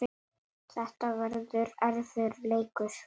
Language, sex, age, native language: Icelandic, female, 8, Icelandic